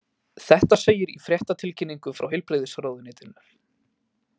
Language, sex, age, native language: Icelandic, male, 18-19, Icelandic